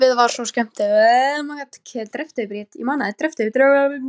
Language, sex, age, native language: Icelandic, female, 18-19, Icelandic